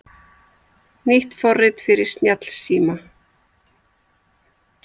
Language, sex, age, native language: Icelandic, female, 40-49, Icelandic